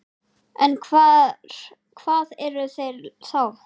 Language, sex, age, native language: Icelandic, female, 40-49, Icelandic